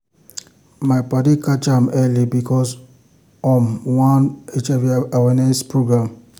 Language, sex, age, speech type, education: Nigerian Pidgin, male, 15-29, spontaneous, tertiary